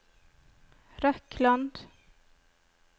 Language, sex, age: Norwegian, female, 25